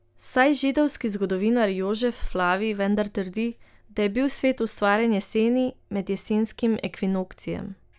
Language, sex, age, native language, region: Slovenian, female, 18-29, Slovenian, Drava region